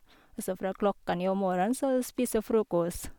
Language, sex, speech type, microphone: Norwegian, female, spontaneous, Sennheiser